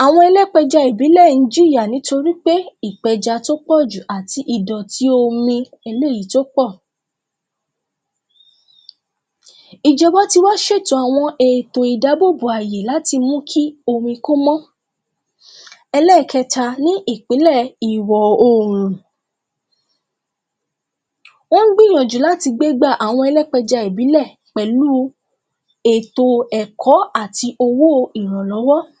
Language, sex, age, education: Yoruba, female, 15-29, tertiary